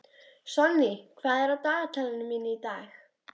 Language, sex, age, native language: Icelandic, female, 13, Icelandic